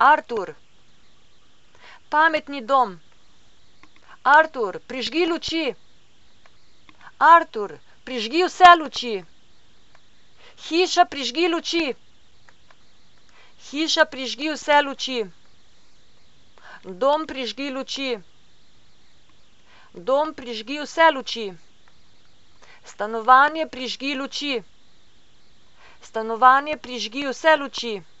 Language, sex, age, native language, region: Slovenian, female, 50-59, Slovenian, Coastal Karst region